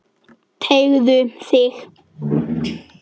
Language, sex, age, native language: Icelandic, male, 10, Icelandic